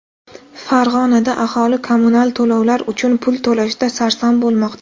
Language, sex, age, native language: Uzbek, female, 18-24, Uzbek